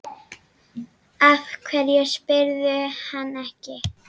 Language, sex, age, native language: Icelandic, female, 7, Icelandic